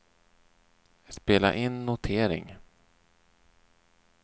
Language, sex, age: Swedish, male, 39